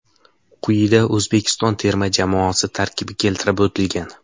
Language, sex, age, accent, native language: Uzbek, male, 18-24, Samarqand, Uzbek